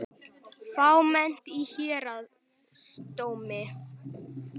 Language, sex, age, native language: Icelandic, male, 18-19, Icelandic